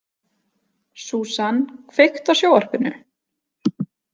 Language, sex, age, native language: Icelandic, female, 20-29, Icelandic